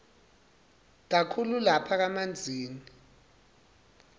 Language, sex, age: Swati, male, 19